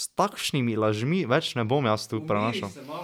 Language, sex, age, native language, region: Slovenian, male, 12-17, Slovenian, Drava region